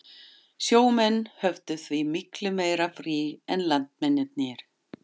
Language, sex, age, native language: Icelandic, female, 50-59, German